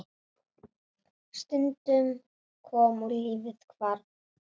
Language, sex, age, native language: Icelandic, female, 9, Icelandic